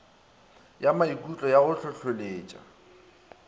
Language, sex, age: Northern Sotho, male, 23